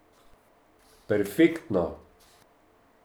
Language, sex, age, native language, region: Slovenian, male, 50-59, Slovenian, Drava region